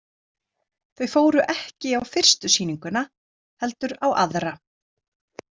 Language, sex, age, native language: Icelandic, female, 30-39, Icelandic